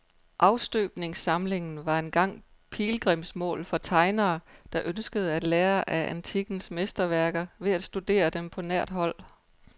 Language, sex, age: Danish, female, 43